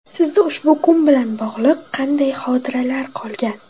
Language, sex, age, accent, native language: Uzbek, female, under 19, Toshkent shahri, Uzbek